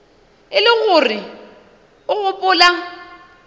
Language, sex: Northern Sotho, female